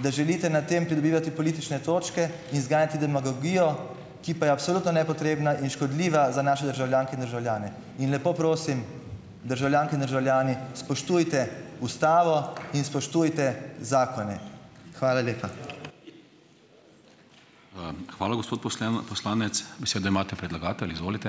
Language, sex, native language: Slovenian, male, Slovenian